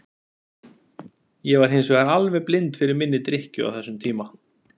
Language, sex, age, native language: Icelandic, male, 40-49, Icelandic